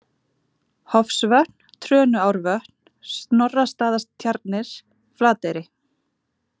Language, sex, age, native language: Icelandic, female, 20-29, Icelandic